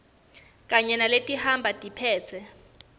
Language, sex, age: Swati, female, 19